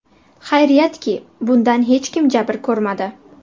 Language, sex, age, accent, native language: Uzbek, female, 18-24, Buxoro, Uzbek